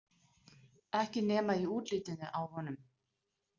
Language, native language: Icelandic, Danish